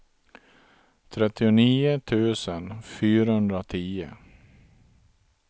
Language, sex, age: Swedish, male, 42